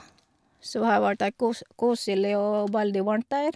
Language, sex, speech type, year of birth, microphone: Norwegian, female, spontaneous, 1962, Sennheiser